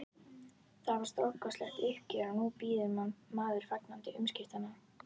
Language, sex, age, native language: Icelandic, female, 11, Icelandic